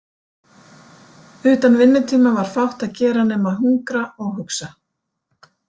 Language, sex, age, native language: Icelandic, female, 40-49, Icelandic